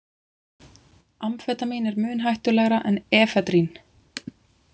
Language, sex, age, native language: Icelandic, female, 20-29, Icelandic